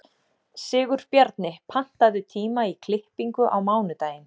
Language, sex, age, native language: Icelandic, female, 30-39, Icelandic